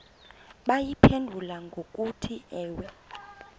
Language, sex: Xhosa, female